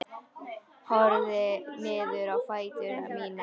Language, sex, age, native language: Icelandic, female, 10, Icelandic